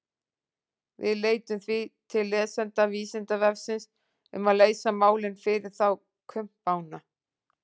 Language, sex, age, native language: Icelandic, female, 40-49, Icelandic